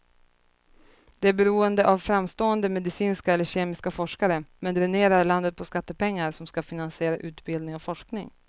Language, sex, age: Swedish, female, 30